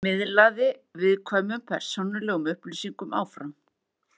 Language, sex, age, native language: Icelandic, female, 40-49, Icelandic